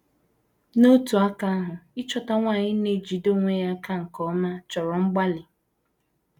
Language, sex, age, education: Igbo, female, 15-29, tertiary